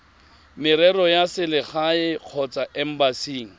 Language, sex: Tswana, male